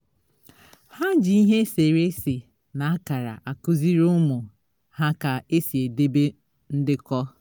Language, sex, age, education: Igbo, female, 30-45, tertiary